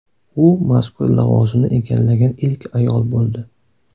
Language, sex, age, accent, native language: Uzbek, male, 18-24, Toshkent shahri, Uzbek